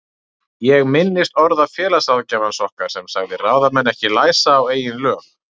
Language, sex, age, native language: Icelandic, male, 30-39, Icelandic